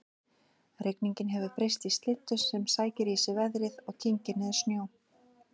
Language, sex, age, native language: Icelandic, female, 40-49, Icelandic